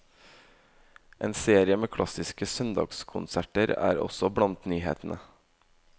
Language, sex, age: Norwegian, male, 18